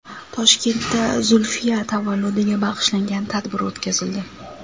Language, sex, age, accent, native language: Uzbek, female, 19-29, Samarqand, Uzbek